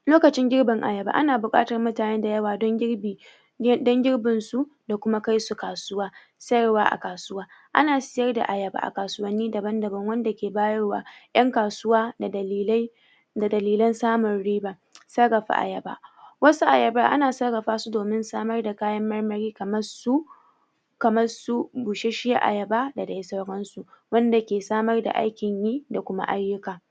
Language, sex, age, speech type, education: Hausa, female, 46-60, spontaneous, tertiary